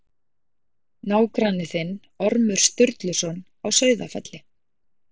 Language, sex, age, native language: Icelandic, female, 40-49, Icelandic